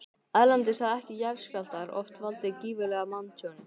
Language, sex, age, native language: Icelandic, male, 12, Icelandic